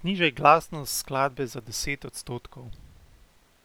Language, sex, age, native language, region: Slovenian, male, 18-29, Slovenian, Central Slovenia